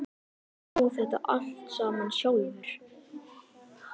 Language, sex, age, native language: Icelandic, male, 11, Icelandic